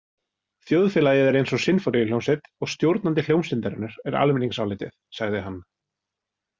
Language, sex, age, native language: Icelandic, male, 40-49, Icelandic